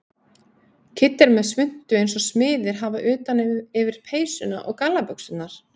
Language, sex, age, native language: Icelandic, female, 30-39, Icelandic